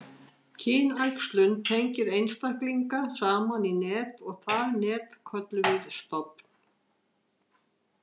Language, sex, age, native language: Icelandic, female, 50-59, Icelandic